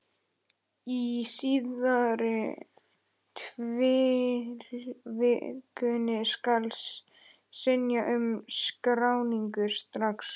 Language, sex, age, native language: Icelandic, male, 11, Icelandic